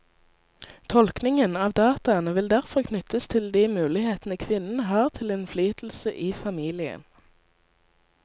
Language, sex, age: Norwegian, female, 19